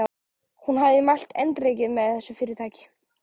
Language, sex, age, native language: Icelandic, male, 14, Polish